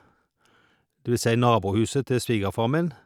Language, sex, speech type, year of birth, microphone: Norwegian, male, spontaneous, 1951, Shure